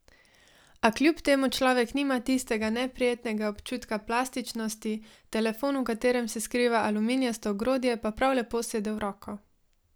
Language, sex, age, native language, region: Slovenian, female, 18-29, Slovenian, Savinja region